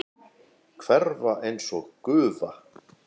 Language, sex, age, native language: Icelandic, female, 8, Icelandic